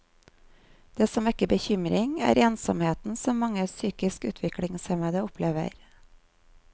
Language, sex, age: Norwegian, female, 39